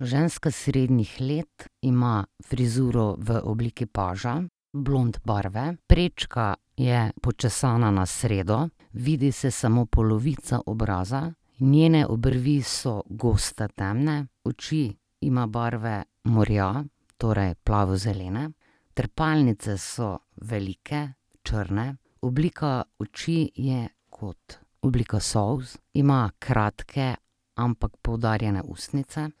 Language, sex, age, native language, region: Slovenian, female, 30-49, Slovenian, Drava region